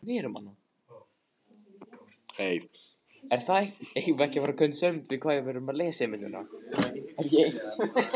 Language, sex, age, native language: Icelandic, male, 18-19, Icelandic